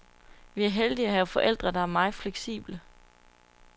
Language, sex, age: Danish, female, 22